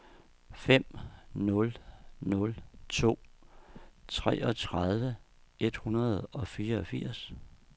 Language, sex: Danish, male